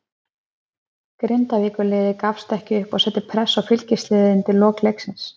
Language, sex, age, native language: Icelandic, female, 30-39, Icelandic